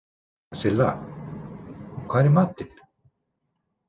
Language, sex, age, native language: Icelandic, male, 50-59, Icelandic